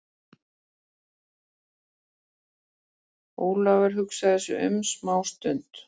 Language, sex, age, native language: Icelandic, female, 50-59, Icelandic